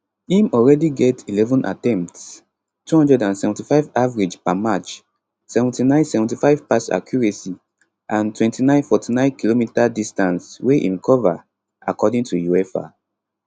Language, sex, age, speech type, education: Nigerian Pidgin, male, 15-29, spontaneous, tertiary